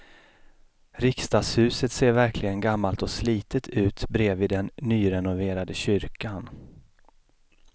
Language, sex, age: Swedish, male, 33